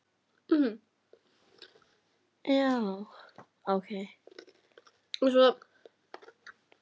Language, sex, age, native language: Icelandic, female, 10, Icelandic